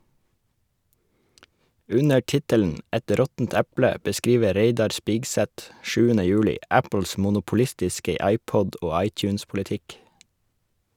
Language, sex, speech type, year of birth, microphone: Norwegian, male, read, 1981, Shure